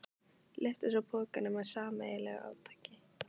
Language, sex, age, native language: Icelandic, female, 15, Icelandic